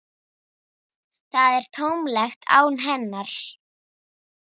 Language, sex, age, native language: Icelandic, female, 10, Icelandic